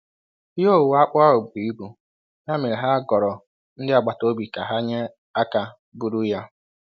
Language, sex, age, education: Igbo, male, 15-29, tertiary